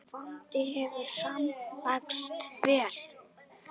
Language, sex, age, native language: Icelandic, male, 8, Icelandic